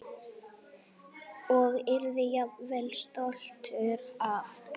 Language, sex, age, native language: Icelandic, female, 8, Icelandic